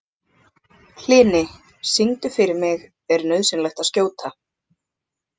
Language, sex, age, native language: Icelandic, other, 20-29, Icelandic